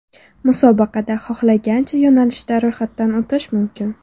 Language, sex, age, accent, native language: Uzbek, female, 19-29, Toshkent shahri, Uzbek